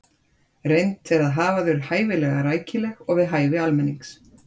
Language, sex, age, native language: Icelandic, female, 50-59, Icelandic